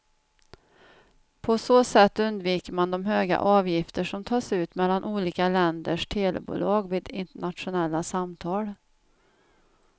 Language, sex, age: Swedish, female, 49